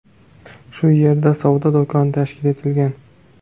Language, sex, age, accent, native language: Uzbek, male, 18-24, Jizzax, Uzbek